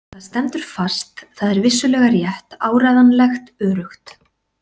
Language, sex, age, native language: Icelandic, female, 40-49, Icelandic